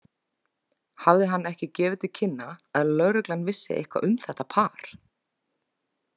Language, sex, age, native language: Icelandic, female, 20-29, Icelandic